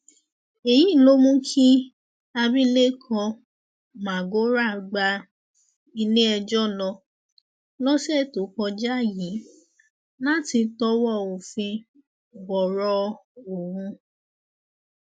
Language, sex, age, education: Yoruba, female, 15-29, tertiary